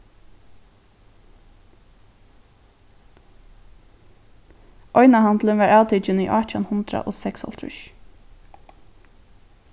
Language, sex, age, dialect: Faroese, female, 15-35, Norðurstreymoy/Eysturoy